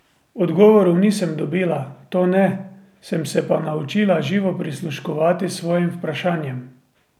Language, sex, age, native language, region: Slovenian, male, 30-49, Slovenian, Drava region